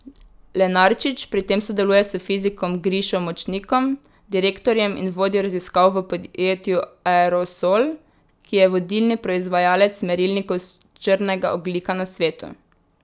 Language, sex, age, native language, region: Slovenian, female, 18-29, Slovenian, Drava region